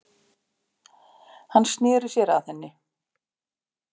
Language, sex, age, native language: Icelandic, female, 50-59, Icelandic